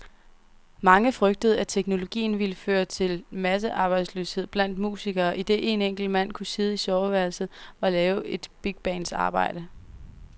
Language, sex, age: Danish, female, 23